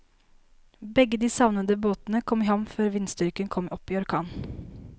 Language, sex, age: Norwegian, female, 19